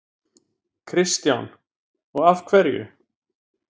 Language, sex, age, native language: Icelandic, male, 50-59, Icelandic